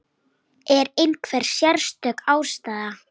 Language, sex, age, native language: Icelandic, female, 9, Icelandic